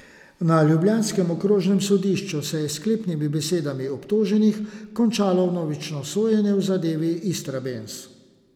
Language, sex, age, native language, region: Slovenian, male, 50-59, Slovenian, Savinja region